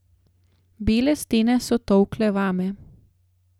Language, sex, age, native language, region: Slovenian, female, 30-49, Slovenian, Gorenjska region